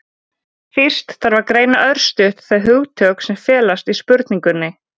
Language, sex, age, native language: Icelandic, female, 20-29, Icelandic